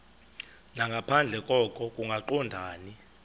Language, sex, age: Xhosa, male, 22